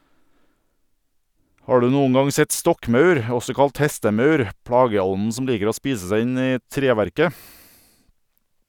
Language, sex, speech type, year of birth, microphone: Norwegian, male, read, 1978, Sennheiser